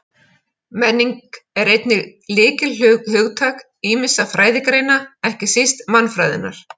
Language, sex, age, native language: Icelandic, female, 50-59, Icelandic